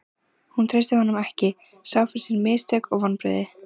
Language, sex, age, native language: Icelandic, female, 14, Icelandic